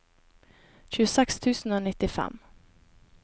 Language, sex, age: Norwegian, female, 28